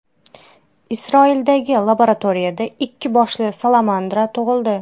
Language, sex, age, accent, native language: Uzbek, female, 30-39, Xorazm, Uzbek